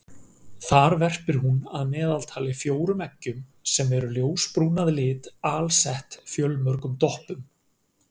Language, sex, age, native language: Icelandic, male, 30-39, Icelandic